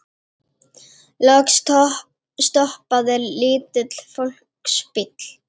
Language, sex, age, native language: Icelandic, female, 18-19, Icelandic